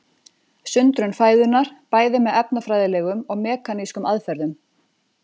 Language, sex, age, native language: Icelandic, female, 40-49, Icelandic